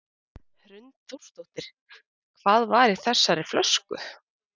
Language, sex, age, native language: Icelandic, female, 20-29, Icelandic